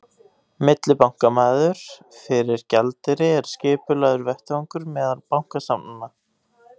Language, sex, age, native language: Icelandic, male, 18-19, Icelandic